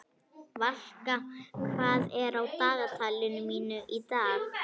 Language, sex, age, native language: Icelandic, female, 21, Icelandic